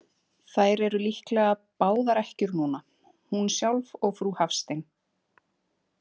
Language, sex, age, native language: Icelandic, female, 20-29, Icelandic